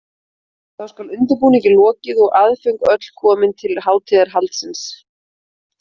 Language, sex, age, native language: Icelandic, female, 30-39, Icelandic